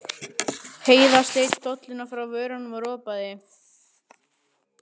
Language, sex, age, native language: Icelandic, female, 15, Icelandic